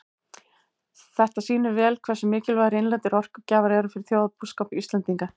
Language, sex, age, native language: Icelandic, female, 18-19, Icelandic